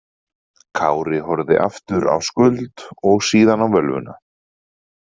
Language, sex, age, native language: Icelandic, male, 40-49, Icelandic